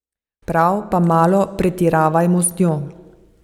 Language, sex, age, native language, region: Slovenian, female, 50-59, Slovenian, Savinja region